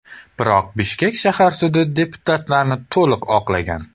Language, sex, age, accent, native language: Uzbek, male, 18-24, Surxondaryo, Uzbek